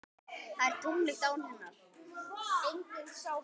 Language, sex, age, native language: Icelandic, male, 10, Icelandic